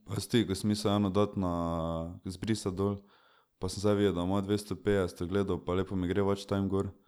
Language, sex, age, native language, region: Slovenian, male, 18-29, Slovenian, Drava region